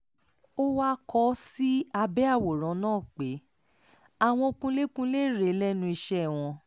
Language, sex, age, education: Yoruba, female, 30-45, tertiary